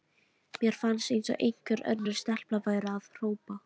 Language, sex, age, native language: Icelandic, female, 13, Icelandic